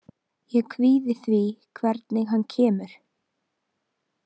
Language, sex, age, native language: Icelandic, female, 20-29, Icelandic